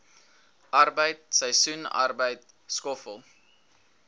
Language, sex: Afrikaans, male